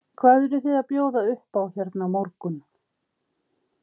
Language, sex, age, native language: Icelandic, female, 50-59, Icelandic